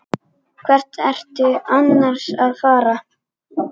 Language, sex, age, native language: Icelandic, male, 8, Icelandic